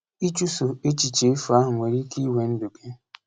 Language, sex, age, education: Igbo, male, 15-29, tertiary